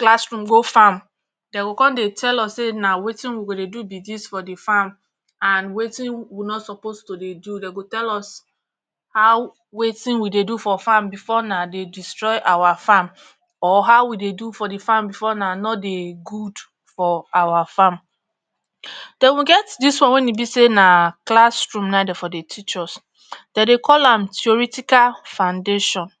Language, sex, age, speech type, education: Nigerian Pidgin, female, 30-45, spontaneous, tertiary